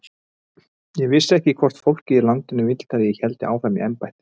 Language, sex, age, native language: Icelandic, male, 30-39, Icelandic